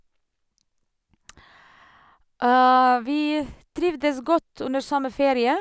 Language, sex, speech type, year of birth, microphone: Norwegian, female, spontaneous, 1978, Sennheiser